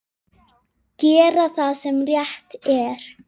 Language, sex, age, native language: Icelandic, female, 10, Icelandic